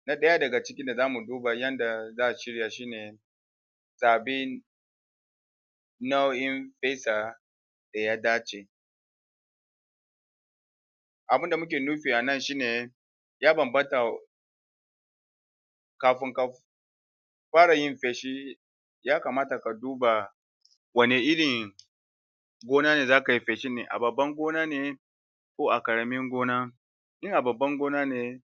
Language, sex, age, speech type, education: Hausa, male, 30-45, spontaneous, tertiary